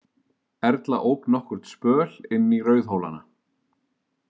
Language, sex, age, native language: Icelandic, male, 40-49, Icelandic